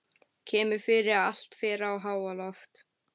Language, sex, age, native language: Icelandic, female, 12, Icelandic